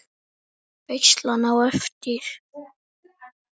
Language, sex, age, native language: Icelandic, male, 9, Icelandic